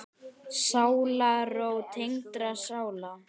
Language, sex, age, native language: Icelandic, male, 10, Icelandic